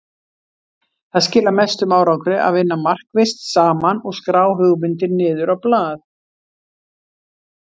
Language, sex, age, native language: Icelandic, female, 60-69, Icelandic